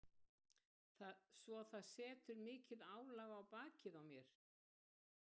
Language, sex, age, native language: Icelandic, female, 70-79, Icelandic